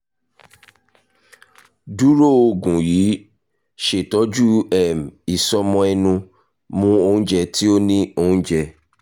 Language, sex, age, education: Yoruba, male, 30-45, tertiary